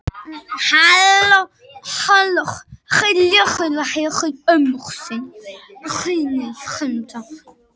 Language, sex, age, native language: Icelandic, male, 20-29, Arabic